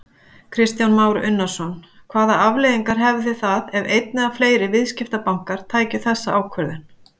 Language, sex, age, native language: Icelandic, female, 50-59, Icelandic